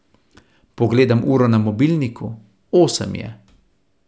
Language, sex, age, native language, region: Slovenian, male, 30-49, Slovenian, Central Slovenia